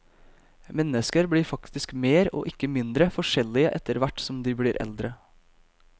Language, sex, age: Norwegian, male, 22